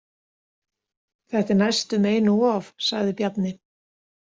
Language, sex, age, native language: Icelandic, female, 60-69, Icelandic